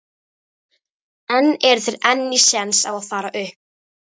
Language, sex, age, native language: Icelandic, female, 13, Icelandic